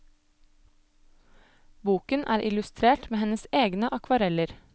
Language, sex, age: Norwegian, female, 25